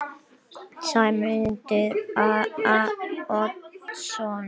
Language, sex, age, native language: Icelandic, other, 18-19, Icelandic